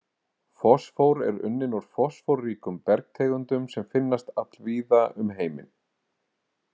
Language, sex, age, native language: Icelandic, male, 40-49, Icelandic